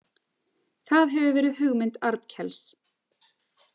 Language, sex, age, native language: Icelandic, female, 40-49, Icelandic